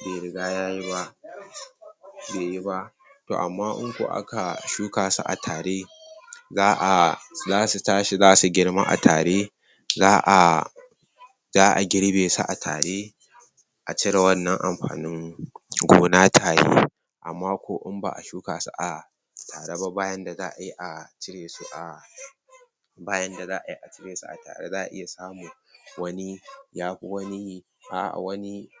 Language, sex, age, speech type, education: Hausa, male, 60+, spontaneous, tertiary